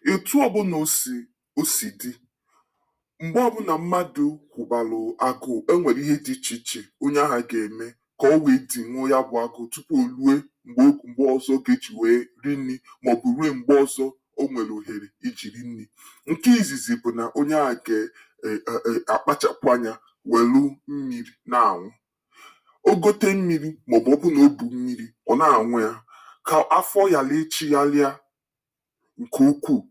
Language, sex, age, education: Igbo, male, 30-45, tertiary